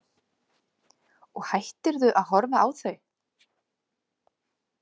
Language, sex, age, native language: Icelandic, female, 30-39, Icelandic